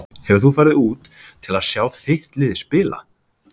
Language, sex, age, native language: Icelandic, male, 18-19, Icelandic